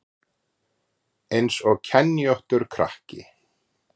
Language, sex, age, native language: Icelandic, male, 40-49, Icelandic